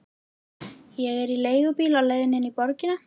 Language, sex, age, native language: Icelandic, female, 11, Icelandic